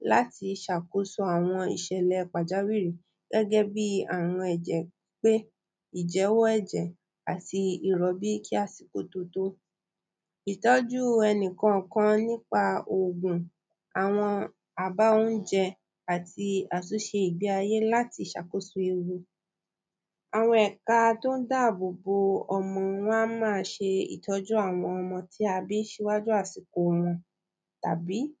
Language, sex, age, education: Yoruba, female, 30-45, primary